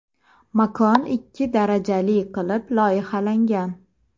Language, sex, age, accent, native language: Uzbek, female, 25-34, Toshkent viloyati, Uzbek